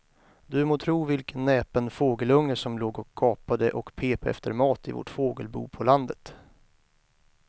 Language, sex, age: Swedish, male, 23